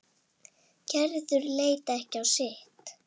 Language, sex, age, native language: Icelandic, female, 8, Icelandic